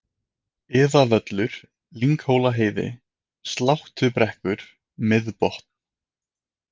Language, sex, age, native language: Icelandic, male, 20-29, Icelandic